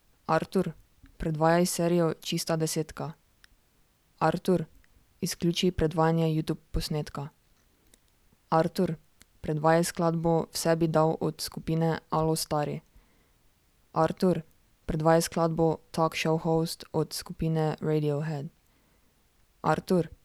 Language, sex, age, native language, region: Slovenian, female, 18-29, Slovenian, Drava region